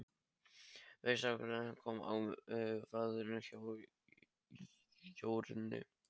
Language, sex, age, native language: Icelandic, male, 13, Polish